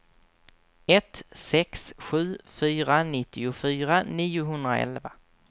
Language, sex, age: Swedish, male, 24